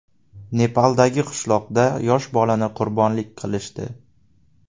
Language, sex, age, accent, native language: Uzbek, male, 18-24, Navoiy, Uzbek